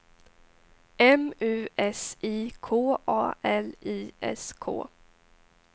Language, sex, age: Swedish, female, 18